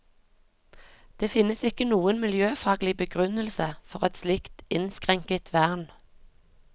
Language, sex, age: Norwegian, female, 36